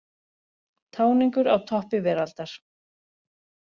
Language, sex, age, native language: Icelandic, other, 40-49, Icelandic